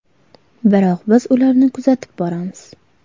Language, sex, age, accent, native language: Uzbek, female, 18-24, Toshkent viloyati, Uzbek